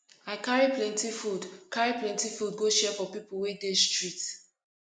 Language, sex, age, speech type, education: Nigerian Pidgin, female, 15-29, spontaneous, tertiary